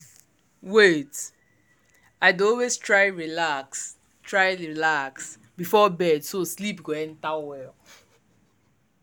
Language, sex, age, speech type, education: Nigerian Pidgin, male, 15-29, spontaneous, tertiary